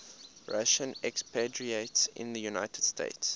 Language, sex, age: English, male, 21